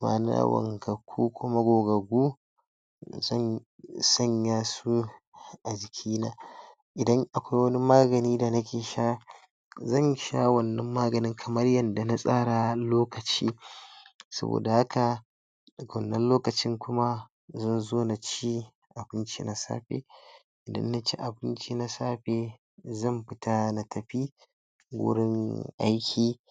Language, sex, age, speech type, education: Hausa, male, 60+, spontaneous, tertiary